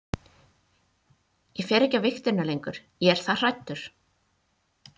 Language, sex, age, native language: Icelandic, female, 20-29, Icelandic